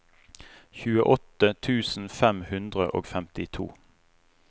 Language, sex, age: Norwegian, male, 35